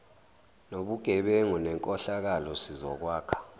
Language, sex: Zulu, male